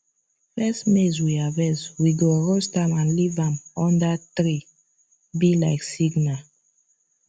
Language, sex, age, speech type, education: Nigerian Pidgin, female, 15-29, spontaneous, tertiary